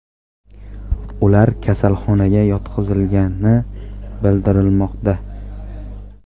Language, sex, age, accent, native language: Uzbek, male, 18-24, Farg'ona, Uzbek